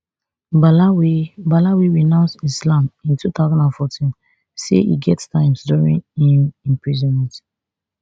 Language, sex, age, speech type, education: Nigerian Pidgin, female, 30-45, spontaneous, tertiary